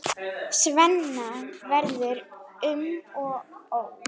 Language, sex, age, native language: Icelandic, female, 9, Icelandic